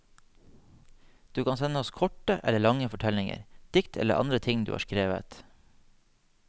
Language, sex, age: Norwegian, male, 30